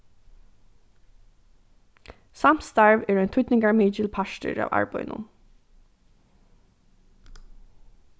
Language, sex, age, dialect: Faroese, female, 15-35, Norðuroyggjar